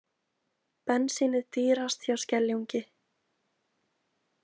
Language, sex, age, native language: Icelandic, female, 20-29, Icelandic